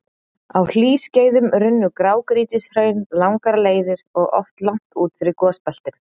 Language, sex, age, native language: Icelandic, female, 30-39, Icelandic